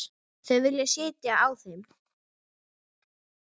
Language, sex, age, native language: Icelandic, female, 9, Icelandic